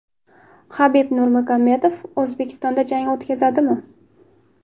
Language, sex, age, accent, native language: Uzbek, female, 18-24, Toshkent shahri, Uzbek